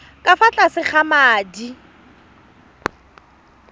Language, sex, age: Tswana, female, 31